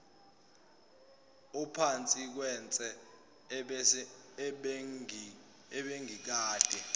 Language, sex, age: Zulu, male, 24